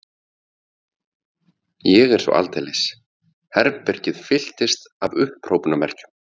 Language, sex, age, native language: Icelandic, male, 50-59, Icelandic